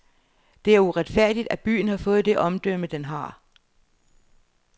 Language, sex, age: Danish, female, 60